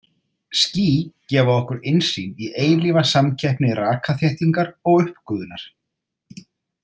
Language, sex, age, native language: Icelandic, male, 30-39, Icelandic